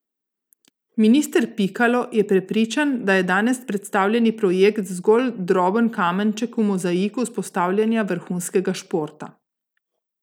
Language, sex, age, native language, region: Slovenian, female, 30-49, Slovenian, Gorica region